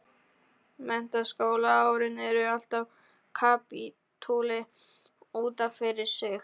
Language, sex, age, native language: Icelandic, male, 12, Polish